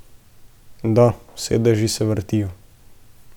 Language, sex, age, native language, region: Slovenian, male, 18-29, Slovenian, Central Slovenia